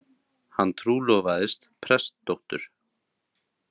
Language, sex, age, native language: Icelandic, male, 30-39, Icelandic